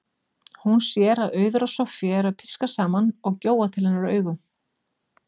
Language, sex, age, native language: Icelandic, female, 40-49, Icelandic